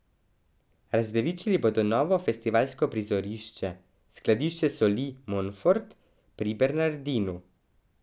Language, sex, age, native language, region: Slovenian, male, 12-17, Slovenian, Drava region